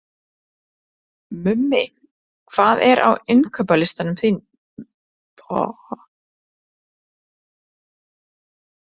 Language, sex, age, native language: Icelandic, female, 30-39, Icelandic